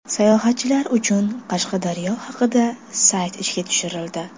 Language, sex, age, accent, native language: Uzbek, female, under 19, Toshkent shahri, Uzbek